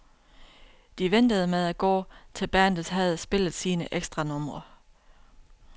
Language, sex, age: Danish, female, 32